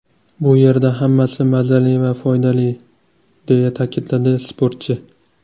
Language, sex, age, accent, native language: Uzbek, male, 19-29, Toshkent shahri, Uzbek